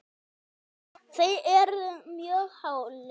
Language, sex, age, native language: Icelandic, female, 9, Icelandic